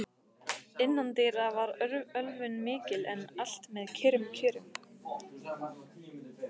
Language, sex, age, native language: Icelandic, female, 15, Icelandic